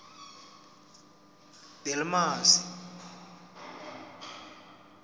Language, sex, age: South Ndebele, male, 20